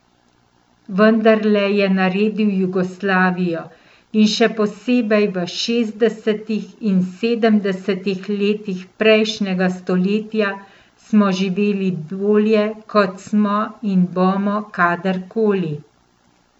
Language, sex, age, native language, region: Slovenian, female, 50-59, Slovenian, Central Slovenia